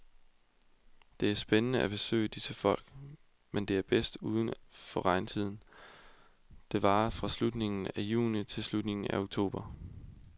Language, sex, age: Danish, male, 20